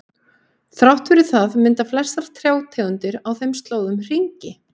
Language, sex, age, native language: Icelandic, female, 18-19, Icelandic